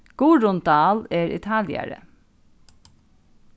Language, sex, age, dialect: Faroese, female, 36-60, Norðuroyggjar